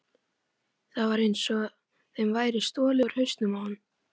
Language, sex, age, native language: Icelandic, female, 12, Icelandic